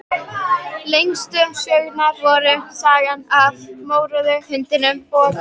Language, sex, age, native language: Icelandic, female, 13, Icelandic